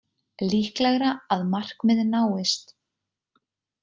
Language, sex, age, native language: Icelandic, female, 20-29, Icelandic